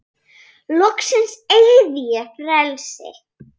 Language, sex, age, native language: Icelandic, female, 8, Icelandic